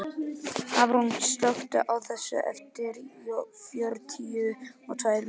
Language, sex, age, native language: Icelandic, male, 12, Icelandic